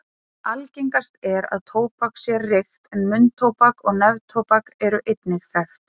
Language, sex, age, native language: Icelandic, female, 30-39, Icelandic